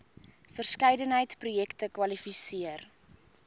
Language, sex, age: Afrikaans, female, 21